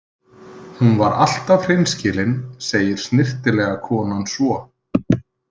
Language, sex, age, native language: Icelandic, male, 30-39, Icelandic